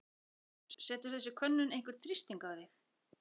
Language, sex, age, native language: Icelandic, female, 40-49, Icelandic